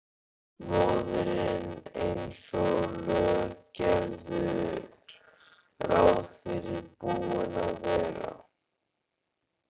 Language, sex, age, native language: Icelandic, male, 14, Icelandic